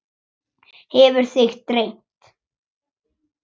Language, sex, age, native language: Icelandic, male, 8, Icelandic